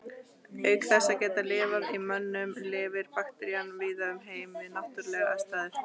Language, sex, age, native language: Icelandic, female, 30-39, Icelandic